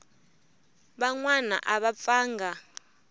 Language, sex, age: Tsonga, female, 24